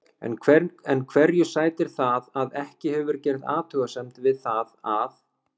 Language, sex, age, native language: Icelandic, male, 30-39, Icelandic